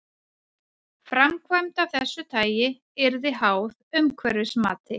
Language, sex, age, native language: Icelandic, female, 40-49, Icelandic